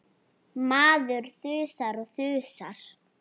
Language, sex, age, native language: Icelandic, female, 6, Icelandic